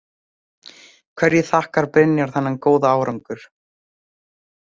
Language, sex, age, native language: Icelandic, female, 18-19, Icelandic